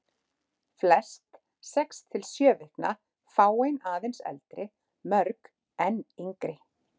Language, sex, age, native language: Icelandic, female, 30-39, Icelandic